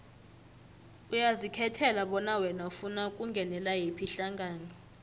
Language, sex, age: South Ndebele, female, 25